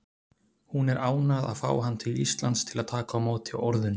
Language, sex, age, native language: Icelandic, male, 30-39, Icelandic